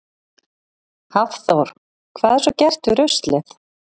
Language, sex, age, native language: Icelandic, female, 40-49, Icelandic